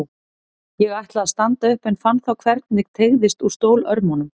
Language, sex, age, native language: Icelandic, female, 40-49, Icelandic